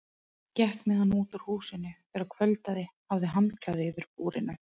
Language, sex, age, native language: Icelandic, female, 30-39, Icelandic